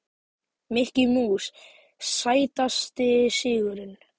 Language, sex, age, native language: Icelandic, male, 18-19, Icelandic